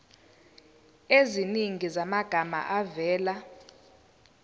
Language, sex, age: Zulu, female, 19